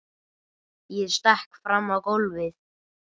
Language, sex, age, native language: Icelandic, male, 9, Icelandic